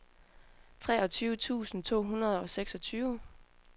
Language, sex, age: Danish, female, 20